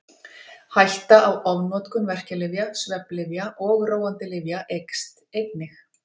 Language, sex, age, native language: Icelandic, female, 50-59, Icelandic